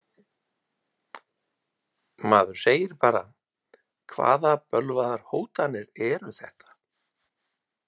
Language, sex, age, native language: Icelandic, male, 50-59, Icelandic